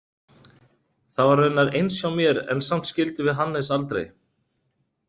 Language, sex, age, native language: Icelandic, male, 30-39, Icelandic